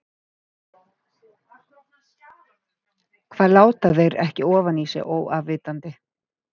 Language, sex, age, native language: Icelandic, female, 50-59, Icelandic